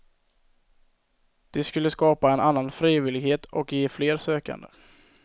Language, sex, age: Swedish, male, 22